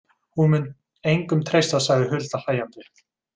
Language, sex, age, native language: Icelandic, male, 20-29, Icelandic